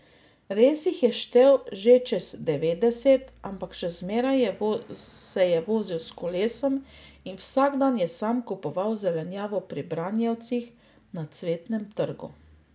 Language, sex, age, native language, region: Slovenian, female, 50-59, Slovenian, Drava region